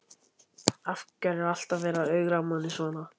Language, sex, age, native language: Icelandic, male, 11, Icelandic